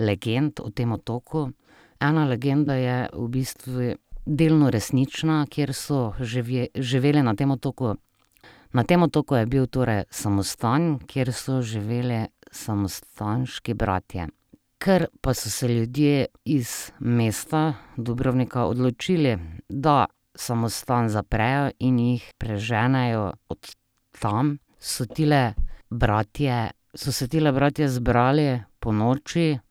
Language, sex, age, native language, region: Slovenian, female, 30-49, Slovenian, Drava region